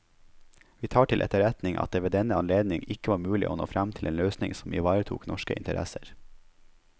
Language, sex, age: Norwegian, male, 21